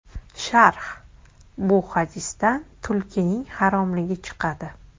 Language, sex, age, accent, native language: Uzbek, female, 25-34, Toshkent shahri, Uzbek